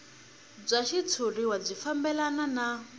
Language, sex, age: Tsonga, female, 21